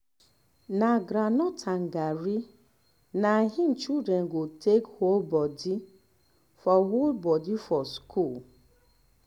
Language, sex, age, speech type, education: Nigerian Pidgin, female, 30-45, spontaneous, tertiary